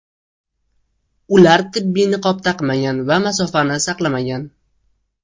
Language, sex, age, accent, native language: Uzbek, male, under 19, Toshkent shahri, Uzbek